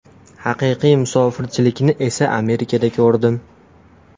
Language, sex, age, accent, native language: Uzbek, male, 18-24, Farg'ona, Uzbek